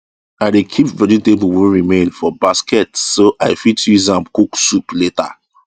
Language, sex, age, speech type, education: Nigerian Pidgin, male, 15-29, spontaneous, tertiary